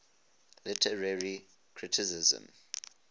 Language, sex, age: English, male, 20